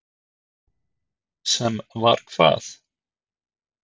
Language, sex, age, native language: Icelandic, male, 30-39, Icelandic